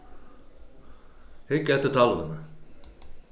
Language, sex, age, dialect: Faroese, male, 36-60, Suðurstreymoy